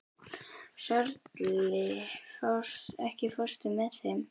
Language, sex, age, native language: Icelandic, other, 11, Icelandic